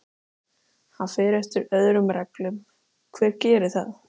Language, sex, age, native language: Icelandic, female, 13, Icelandic